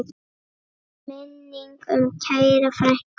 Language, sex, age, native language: Icelandic, female, 8, Icelandic